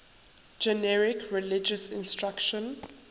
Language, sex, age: English, female, 19